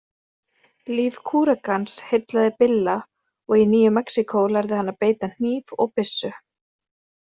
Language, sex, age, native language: Icelandic, female, 30-39, Icelandic